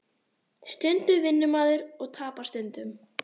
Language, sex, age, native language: Icelandic, female, 30-39, Icelandic